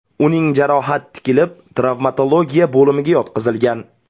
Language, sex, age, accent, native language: Uzbek, male, 25-34, Namangan, Uzbek